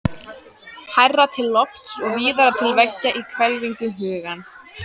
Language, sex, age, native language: Icelandic, female, 14, Icelandic